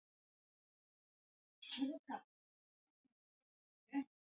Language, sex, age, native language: Icelandic, female, 18-19, Icelandic